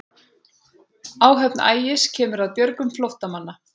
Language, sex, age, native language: Icelandic, female, 40-49, Icelandic